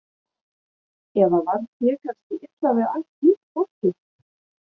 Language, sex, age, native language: Icelandic, female, 40-49, German